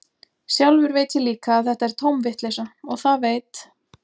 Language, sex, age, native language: Icelandic, female, 20-29, Icelandic